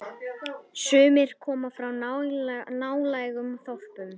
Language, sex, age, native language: Icelandic, male, 9, Icelandic